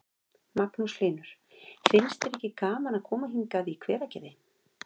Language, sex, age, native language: Icelandic, female, 40-49, Icelandic